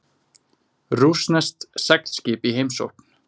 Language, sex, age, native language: Icelandic, male, 20-29, Icelandic